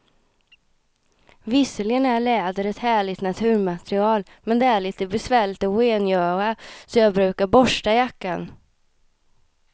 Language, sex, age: Swedish, female, 26